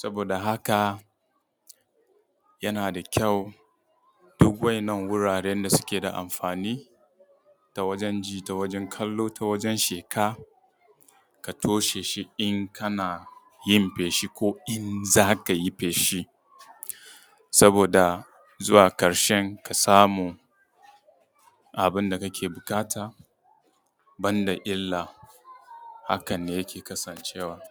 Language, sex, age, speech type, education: Hausa, male, 30-45, spontaneous, tertiary